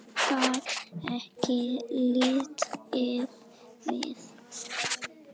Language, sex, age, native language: Icelandic, female, 10, Icelandic